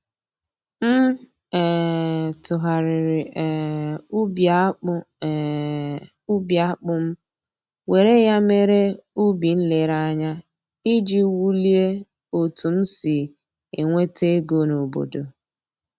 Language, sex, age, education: Igbo, female, 30-45, tertiary